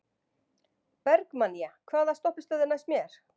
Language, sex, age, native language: Icelandic, female, 50-59, Icelandic